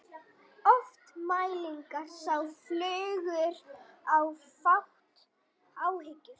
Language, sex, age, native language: Icelandic, female, 18-19, Icelandic